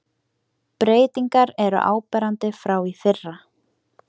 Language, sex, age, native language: Icelandic, female, 18-19, Icelandic